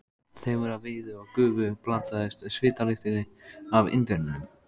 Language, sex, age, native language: Icelandic, male, 14, Icelandic